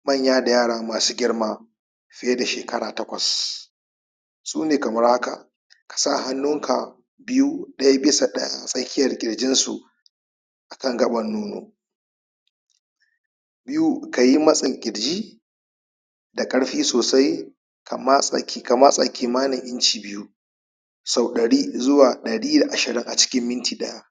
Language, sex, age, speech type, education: Hausa, male, 30-45, spontaneous, tertiary